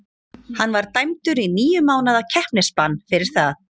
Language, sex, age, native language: Icelandic, female, 40-49, Icelandic